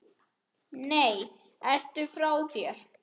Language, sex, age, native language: Icelandic, male, 10, Icelandic